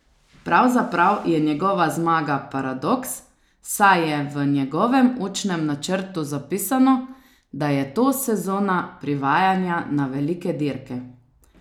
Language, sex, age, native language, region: Slovenian, female, 30-49, Slovenian, Savinja region